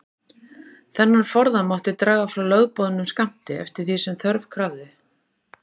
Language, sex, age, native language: Icelandic, female, 40-49, Icelandic